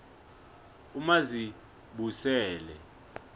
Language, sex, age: South Ndebele, male, 25